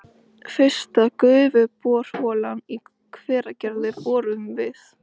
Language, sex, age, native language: Icelandic, female, 13, Icelandic